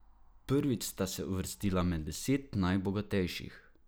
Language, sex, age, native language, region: Slovenian, male, 18-29, Slovenian, Drava region